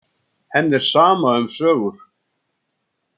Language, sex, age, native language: Icelandic, male, 60-69, Icelandic